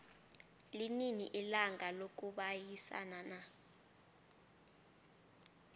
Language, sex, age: South Ndebele, female, 19